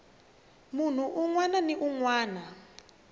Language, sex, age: Tsonga, female, 21